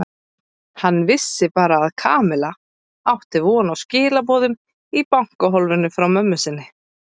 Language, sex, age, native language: Icelandic, female, 30-39, Icelandic